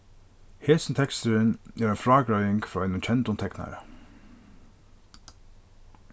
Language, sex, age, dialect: Faroese, male, 36-60, Norðurstreymoy/Eysturoy